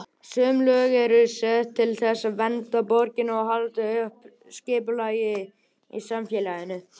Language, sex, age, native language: Icelandic, male, 18-19, Icelandic